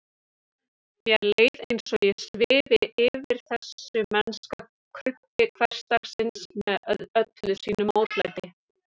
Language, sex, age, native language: Icelandic, female, 30-39, Icelandic